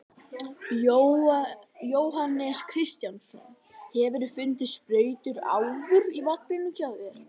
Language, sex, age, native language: Icelandic, female, 11, Icelandic